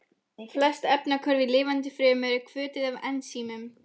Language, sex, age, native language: Icelandic, female, 11, Polish